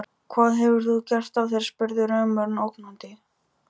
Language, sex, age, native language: Icelandic, male, 12, Icelandic